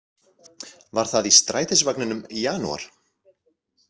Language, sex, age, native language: Icelandic, male, 40-49, Icelandic